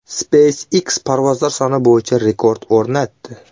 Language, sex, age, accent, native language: Uzbek, male, 25-34, Qoraqalpog'iston, Uzbek